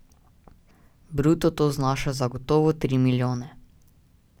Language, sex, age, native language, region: Slovenian, male, 18-29, Slovenian, Drava region